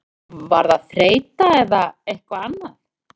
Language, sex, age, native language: Icelandic, female, 30-39, Icelandic